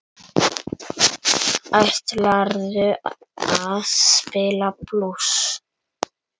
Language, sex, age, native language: Icelandic, male, 9, Icelandic